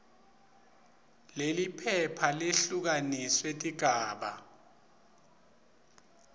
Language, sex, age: Swati, male, 24